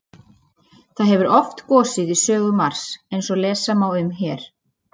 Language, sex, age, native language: Icelandic, female, 30-39, Icelandic